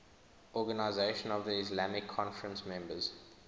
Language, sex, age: English, male, 21